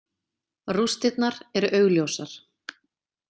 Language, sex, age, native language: Icelandic, female, 30-39, Icelandic